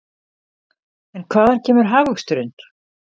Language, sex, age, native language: Icelandic, female, 50-59, Icelandic